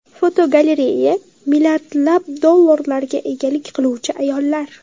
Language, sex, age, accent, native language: Uzbek, female, under 19, Toshkent shahri, Uzbek